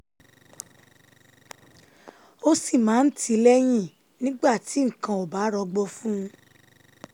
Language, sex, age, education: Yoruba, female, 15-29, tertiary